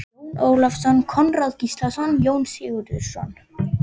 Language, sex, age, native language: Icelandic, female, 11, Icelandic